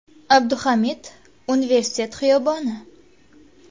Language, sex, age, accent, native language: Uzbek, female, 19-29, Qashqadaryo, Uzbek